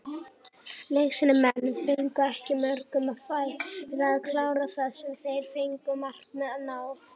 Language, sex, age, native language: Icelandic, female, 60-69, Icelandic